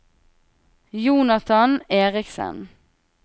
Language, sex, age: Norwegian, female, 20